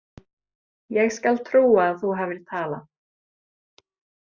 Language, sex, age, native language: Icelandic, female, 30-39, Icelandic